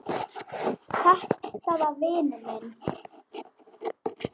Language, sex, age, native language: Icelandic, female, 8, Icelandic